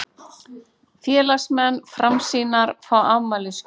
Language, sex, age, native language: Icelandic, female, 40-49, Icelandic